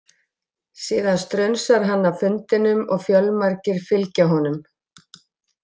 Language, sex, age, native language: Icelandic, female, 40-49, Icelandic